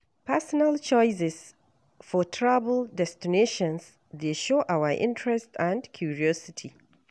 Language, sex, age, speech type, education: Nigerian Pidgin, female, 60+, read, tertiary